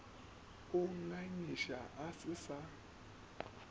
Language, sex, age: Northern Sotho, male, 24